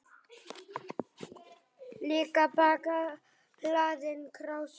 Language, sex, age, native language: Icelandic, female, 9, Icelandic